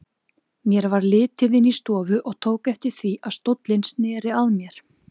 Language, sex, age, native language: Icelandic, female, 20-29, Icelandic